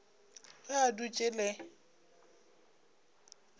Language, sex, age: Northern Sotho, female, 25